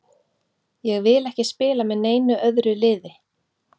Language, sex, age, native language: Icelandic, female, 40-49, Icelandic